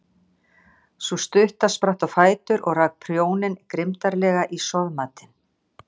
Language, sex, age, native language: Icelandic, female, 60-69, Icelandic